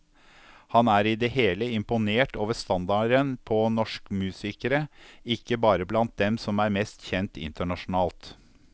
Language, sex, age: Norwegian, male, 52